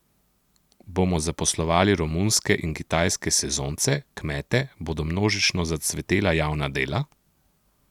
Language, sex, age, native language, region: Slovenian, male, 30-49, Slovenian, Central Slovenia